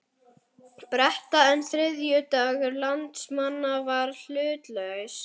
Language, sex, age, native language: Icelandic, male, 11, Icelandic